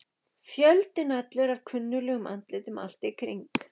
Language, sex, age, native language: Icelandic, female, 11, Icelandic